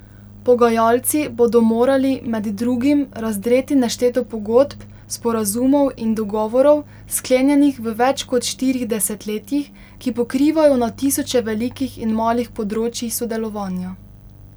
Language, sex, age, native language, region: Slovenian, female, 18-29, Slovenian, Pomurje region